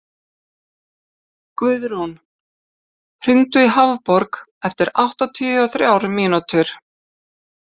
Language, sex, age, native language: Icelandic, female, 50-59, Icelandic